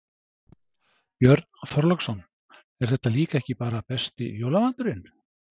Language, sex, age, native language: Icelandic, male, 60-69, Icelandic